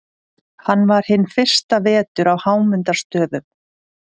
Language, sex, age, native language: Icelandic, female, 30-39, Icelandic